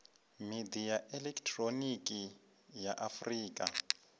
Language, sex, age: Venda, male, 25